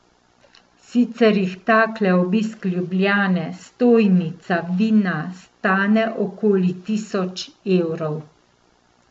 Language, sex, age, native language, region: Slovenian, female, 50-59, Slovenian, Central Slovenia